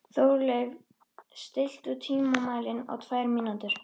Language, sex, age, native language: Icelandic, female, 13, Icelandic